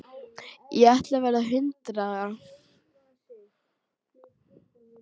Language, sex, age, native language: Icelandic, female, 12, Icelandic